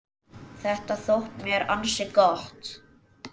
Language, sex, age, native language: Icelandic, male, 10, Icelandic